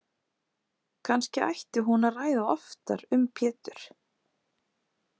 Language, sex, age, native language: Icelandic, female, 30-39, Icelandic